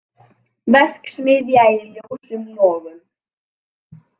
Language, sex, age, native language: Icelandic, female, 18-19, Icelandic